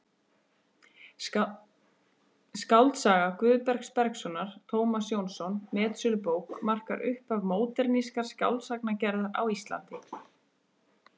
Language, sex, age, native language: Icelandic, female, 30-39, Icelandic